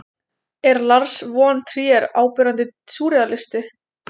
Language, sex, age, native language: Icelandic, female, 20-29, Icelandic